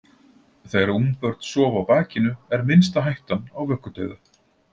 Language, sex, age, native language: Icelandic, male, 40-49, Icelandic